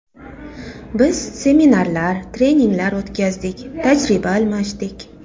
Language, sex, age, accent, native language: Uzbek, female, 35+, Toshkent shahri, Uzbek